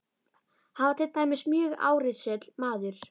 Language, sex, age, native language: Icelandic, female, 11, Icelandic